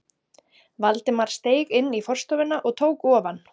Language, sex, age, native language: Icelandic, female, 30-39, Icelandic